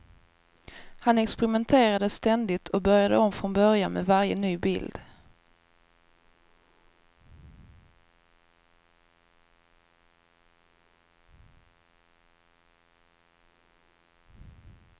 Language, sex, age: Swedish, female, 24